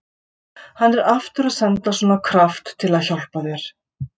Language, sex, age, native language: Icelandic, female, 50-59, Icelandic